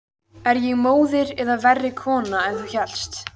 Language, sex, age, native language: Icelandic, female, 14, Icelandic